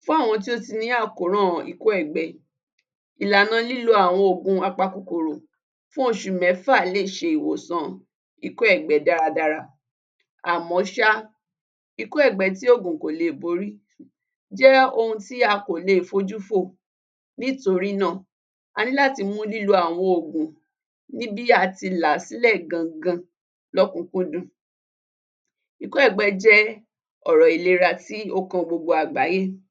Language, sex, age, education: Yoruba, female, 30-45, tertiary